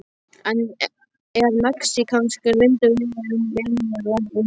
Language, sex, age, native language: Icelandic, male, 13, Icelandic